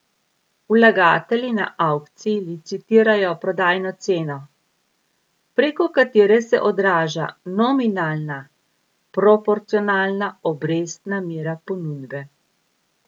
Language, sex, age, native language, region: Slovenian, female, 50-59, Slovenian, Gorica region